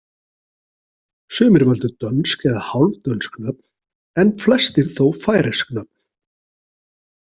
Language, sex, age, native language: Icelandic, male, 40-49, Icelandic